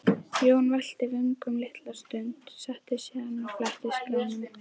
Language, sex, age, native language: Icelandic, female, 11, Icelandic